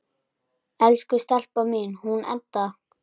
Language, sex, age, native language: Icelandic, male, 10, Icelandic